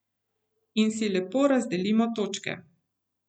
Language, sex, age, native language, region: Slovenian, female, 50-59, Slovenian, Central Slovenia